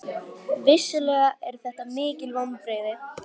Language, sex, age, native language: Icelandic, female, 18-19, Icelandic